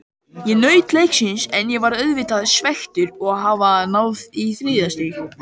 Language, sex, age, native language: Icelandic, male, 18-19, Icelandic